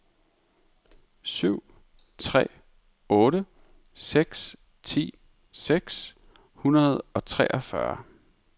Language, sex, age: Danish, male, 31